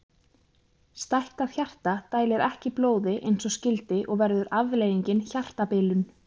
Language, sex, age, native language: Icelandic, female, 20-29, Icelandic